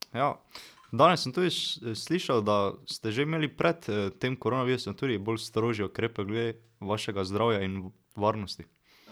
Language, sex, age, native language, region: Slovenian, male, 12-17, Slovenian, Drava region